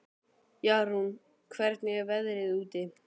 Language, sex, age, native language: Icelandic, male, 12, Icelandic